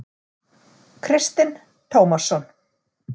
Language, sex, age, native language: Icelandic, female, 40-49, Icelandic